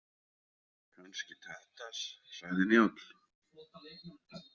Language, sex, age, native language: Icelandic, male, 30-39, Icelandic